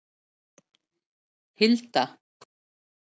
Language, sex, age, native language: Icelandic, female, 40-49, Icelandic